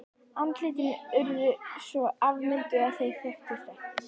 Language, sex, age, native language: Icelandic, female, 11, Icelandic